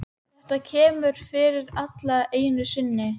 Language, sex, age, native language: Icelandic, female, 12, Icelandic